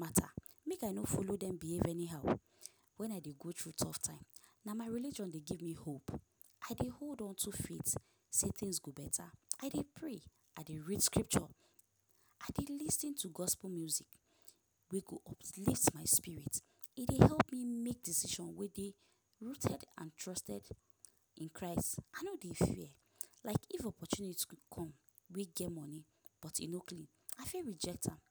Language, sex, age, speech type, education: Nigerian Pidgin, female, 15-29, spontaneous, tertiary